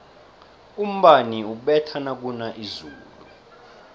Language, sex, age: South Ndebele, male, 23